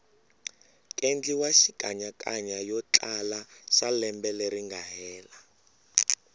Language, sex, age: Tsonga, male, 22